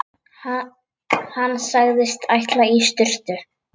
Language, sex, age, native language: Icelandic, female, 8, Icelandic